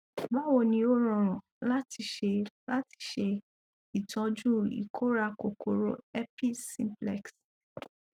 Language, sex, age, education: Yoruba, female, 15-29, tertiary